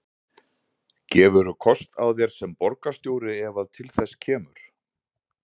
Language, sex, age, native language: Icelandic, male, 40-49, Icelandic